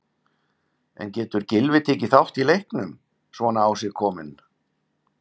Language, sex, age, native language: Icelandic, male, 50-59, Icelandic